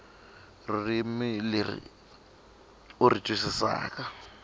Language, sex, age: Tsonga, male, 25